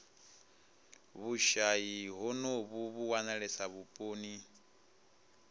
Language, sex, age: Venda, male, 19